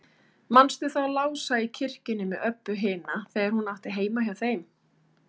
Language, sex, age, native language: Icelandic, female, 30-39, Icelandic